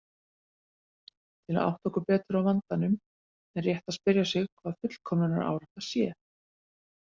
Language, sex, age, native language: Icelandic, female, 40-49, Icelandic